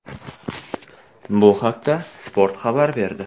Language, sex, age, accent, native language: Uzbek, male, 18-24, Xorazm, Uzbek